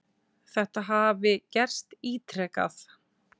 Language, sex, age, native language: Icelandic, female, 20-29, Icelandic